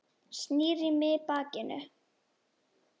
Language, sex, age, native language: Icelandic, female, 10, Icelandic